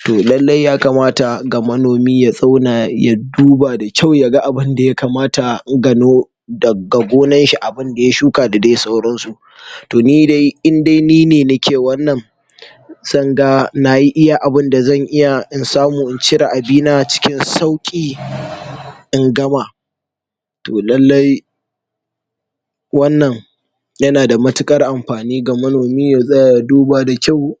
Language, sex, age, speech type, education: Hausa, male, 46-60, spontaneous, tertiary